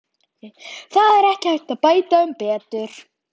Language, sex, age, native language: Icelandic, female, 12, Icelandic